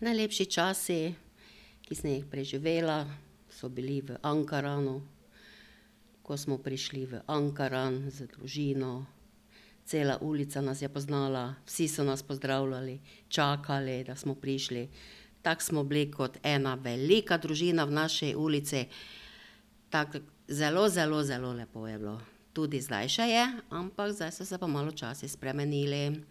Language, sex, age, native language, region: Slovenian, female, 60+, Slovenian, Drava region